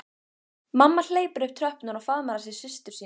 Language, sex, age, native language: Icelandic, female, 15, Icelandic